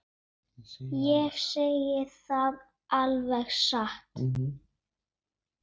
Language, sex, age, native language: Icelandic, female, 7, Icelandic